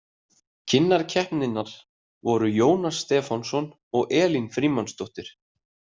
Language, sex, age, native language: Icelandic, male, 30-39, Icelandic